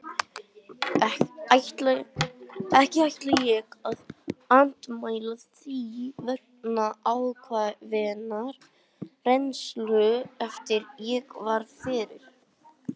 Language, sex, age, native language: Icelandic, male, 18-19, Icelandic